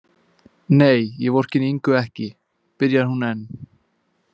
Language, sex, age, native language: Icelandic, male, 20-29, Icelandic